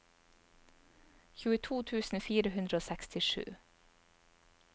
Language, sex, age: Norwegian, female, 44